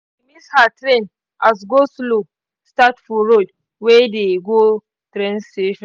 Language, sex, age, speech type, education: Nigerian Pidgin, female, 15-29, spontaneous, tertiary